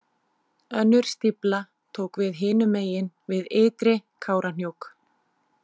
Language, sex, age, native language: Icelandic, female, 30-39, Icelandic